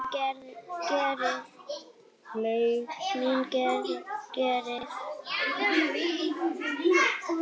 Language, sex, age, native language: Icelandic, female, 7, Icelandic